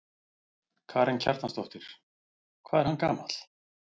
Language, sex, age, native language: Icelandic, male, 40-49, Icelandic